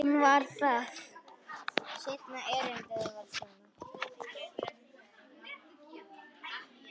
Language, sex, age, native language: Icelandic, female, 10, Icelandic